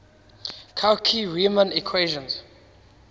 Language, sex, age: English, male, 19